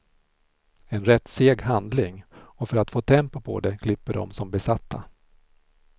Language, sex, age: Swedish, male, 46